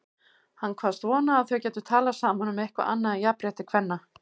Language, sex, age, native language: Icelandic, female, 50-59, Icelandic